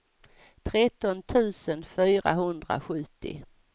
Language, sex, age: Swedish, female, 55